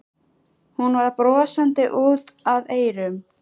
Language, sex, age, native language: Icelandic, female, 13, Icelandic